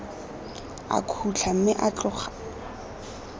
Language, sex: Tswana, female